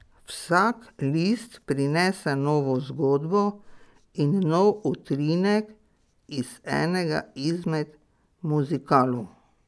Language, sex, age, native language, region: Slovenian, female, 60+, Slovenian, Pomurje region